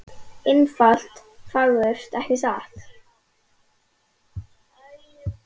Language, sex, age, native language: Icelandic, female, 10, Icelandic